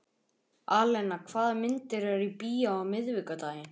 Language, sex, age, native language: Icelandic, male, 11, Icelandic